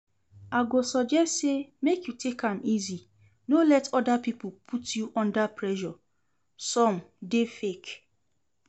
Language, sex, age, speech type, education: Nigerian Pidgin, female, 30-45, read, secondary